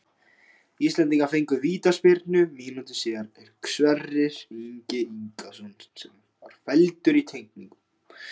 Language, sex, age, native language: Icelandic, male, 16, Icelandic